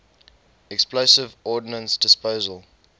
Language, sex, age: English, male, 20